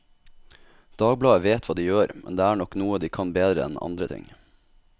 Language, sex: Norwegian, male